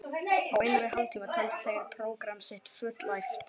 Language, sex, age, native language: Icelandic, male, 11, Icelandic